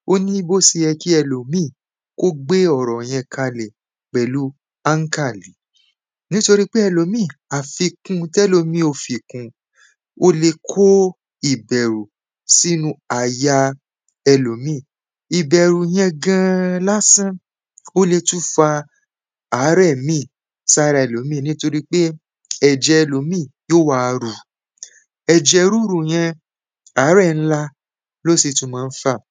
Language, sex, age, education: Yoruba, male, 15-29, tertiary